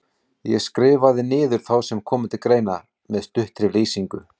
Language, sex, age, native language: Icelandic, male, 40-49, Icelandic